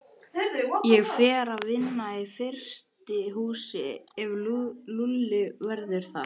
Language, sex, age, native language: Icelandic, male, 13, Icelandic